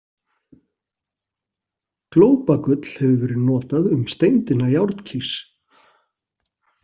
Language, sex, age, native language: Icelandic, male, 40-49, Icelandic